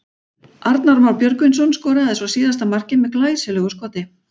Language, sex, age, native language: Icelandic, female, 40-49, Icelandic